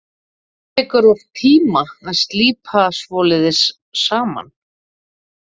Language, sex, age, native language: Icelandic, female, 30-39, Icelandic